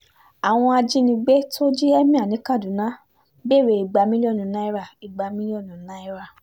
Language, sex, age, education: Yoruba, female, 15-29, tertiary